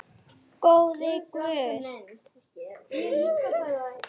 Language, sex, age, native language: Icelandic, female, 8, Icelandic